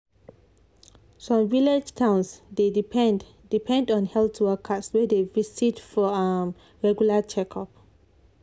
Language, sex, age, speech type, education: Nigerian Pidgin, female, 15-29, spontaneous, tertiary